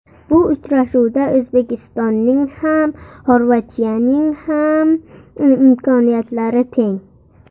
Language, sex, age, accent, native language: Uzbek, female, under 19, Surxondaryo, Uzbek